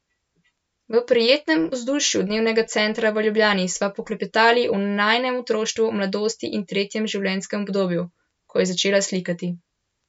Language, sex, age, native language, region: Slovenian, male, 12-17, Slovenian, Central Slovenia